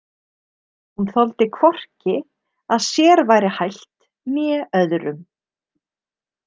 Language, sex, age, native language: Icelandic, female, 30-39, Icelandic